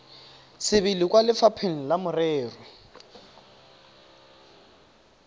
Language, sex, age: Tswana, male, 18